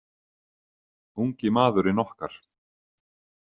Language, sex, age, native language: Icelandic, male, 40-49, Icelandic